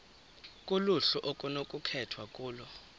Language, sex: Xhosa, male